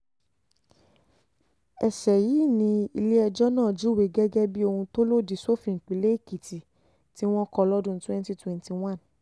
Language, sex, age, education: Yoruba, female, 15-29, tertiary